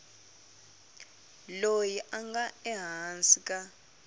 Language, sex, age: Tsonga, female, 24